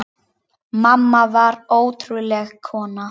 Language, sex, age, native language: Icelandic, male, 10, Icelandic